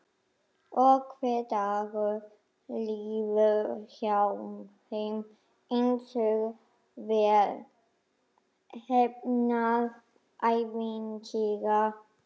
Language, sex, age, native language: Icelandic, female, 11, Icelandic